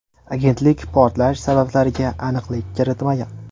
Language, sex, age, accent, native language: Uzbek, male, 18-24, Xorazm, Uzbek